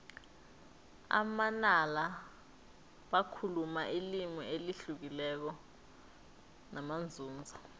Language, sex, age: South Ndebele, female, 19